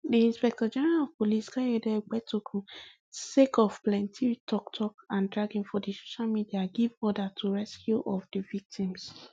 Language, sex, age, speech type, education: Nigerian Pidgin, female, 15-29, spontaneous, tertiary